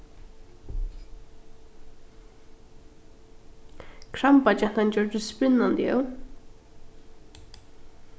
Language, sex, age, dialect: Faroese, female, 15-35, Norðuroyggjar